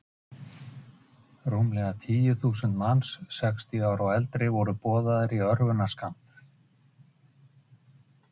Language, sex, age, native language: Icelandic, male, 50-59, Icelandic